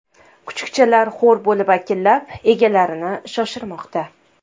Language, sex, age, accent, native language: Uzbek, female, 18-24, Toshkent shahri, Uzbek